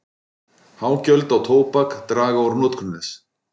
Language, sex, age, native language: Icelandic, male, 40-49, Icelandic